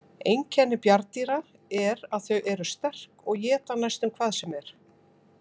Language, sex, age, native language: Icelandic, female, 50-59, Icelandic